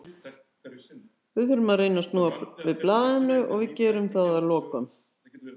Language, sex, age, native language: Icelandic, female, 60-69, Icelandic